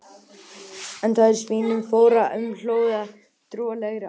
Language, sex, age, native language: Icelandic, male, 18-19, Icelandic